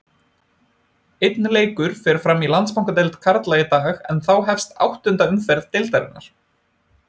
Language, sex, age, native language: Icelandic, male, 20-29, Icelandic